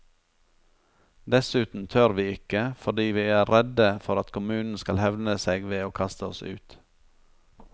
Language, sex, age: Norwegian, male, 43